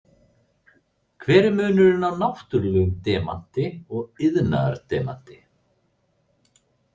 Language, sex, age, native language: Icelandic, male, 30-39, Icelandic